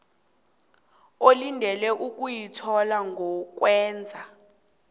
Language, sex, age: South Ndebele, female, 26